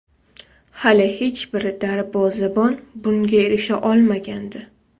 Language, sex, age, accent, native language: Uzbek, female, 19-29, Toshkent viloyati, Uzbek